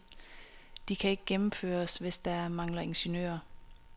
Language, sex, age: Danish, female, 26